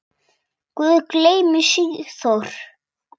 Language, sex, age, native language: Icelandic, female, 6, Icelandic